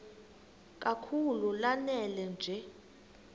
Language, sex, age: Xhosa, female, 23